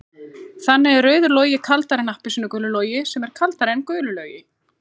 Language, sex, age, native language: Icelandic, female, 30-39, Icelandic